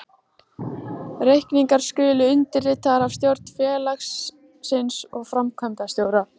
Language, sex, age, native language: Icelandic, female, 14, Icelandic